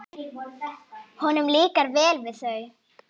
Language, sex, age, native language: Icelandic, female, 8, Icelandic